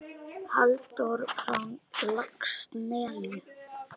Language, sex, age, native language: Icelandic, female, 10, Icelandic